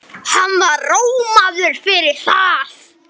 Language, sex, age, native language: Icelandic, male, 9, Icelandic